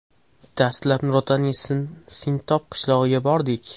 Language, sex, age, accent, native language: Uzbek, male, 18-24, Toshkent shahri, Uzbek